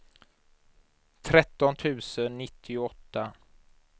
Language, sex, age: Swedish, male, 39